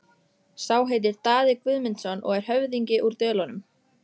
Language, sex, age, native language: Icelandic, female, 14, Icelandic